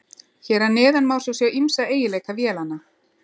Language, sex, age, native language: Icelandic, female, 30-39, Icelandic